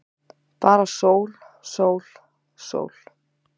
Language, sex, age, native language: Icelandic, female, 30-39, Icelandic